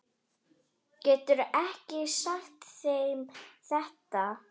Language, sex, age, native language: Icelandic, female, 10, Icelandic